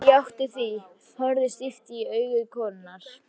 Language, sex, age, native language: Icelandic, female, 11, Icelandic